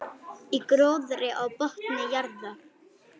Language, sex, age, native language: Icelandic, female, 8, Icelandic